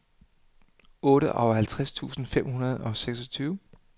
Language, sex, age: Danish, male, 39